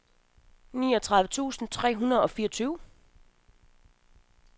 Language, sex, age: Danish, female, 27